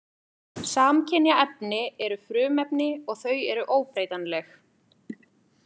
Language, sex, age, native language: Icelandic, female, 20-29, Icelandic